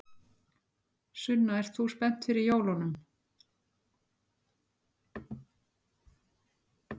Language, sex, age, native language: Icelandic, female, 60-69, Icelandic